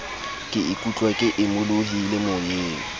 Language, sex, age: Southern Sotho, male, 20